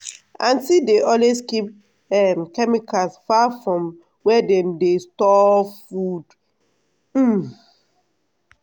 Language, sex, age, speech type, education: Nigerian Pidgin, female, 15-29, spontaneous, tertiary